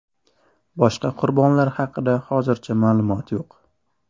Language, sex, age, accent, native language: Uzbek, male, 18-24, Toshkent viloyati, Uzbek